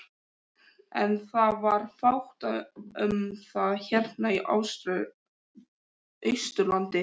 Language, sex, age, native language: Icelandic, male, 13, Icelandic